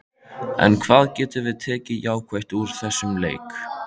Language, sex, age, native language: Icelandic, male, 13, Icelandic